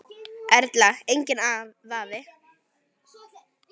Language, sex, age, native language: Icelandic, female, 9, Icelandic